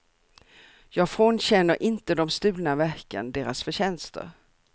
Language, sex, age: Swedish, female, 64